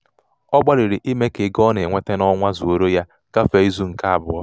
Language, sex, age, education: Igbo, male, 15-29, tertiary